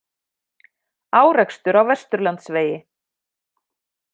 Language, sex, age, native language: Icelandic, female, 50-59, Icelandic